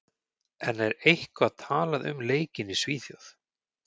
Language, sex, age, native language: Icelandic, male, 40-49, Icelandic